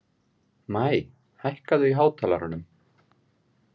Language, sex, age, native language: Icelandic, male, 30-39, Icelandic